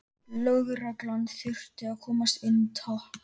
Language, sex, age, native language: Icelandic, male, 13, Icelandic